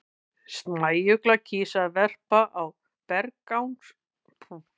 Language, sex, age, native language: Icelandic, female, 50-59, Icelandic